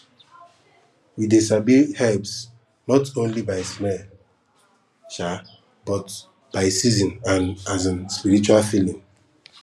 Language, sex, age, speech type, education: Nigerian Pidgin, female, 15-29, spontaneous, tertiary